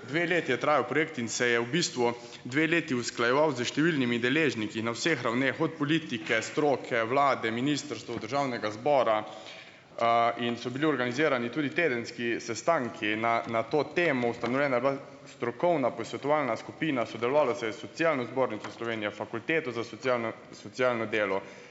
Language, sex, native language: Slovenian, male, Slovenian